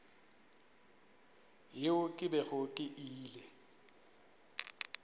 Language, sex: Northern Sotho, male